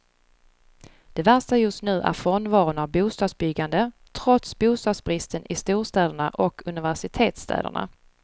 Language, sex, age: Swedish, female, 35